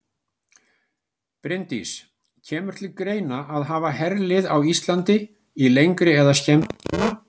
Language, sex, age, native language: Icelandic, male, 60-69, Icelandic